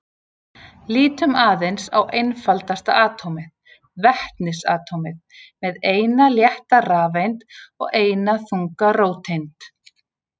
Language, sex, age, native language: Icelandic, female, 40-49, Icelandic